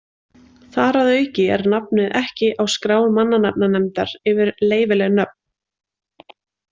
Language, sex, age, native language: Icelandic, female, 20-29, Icelandic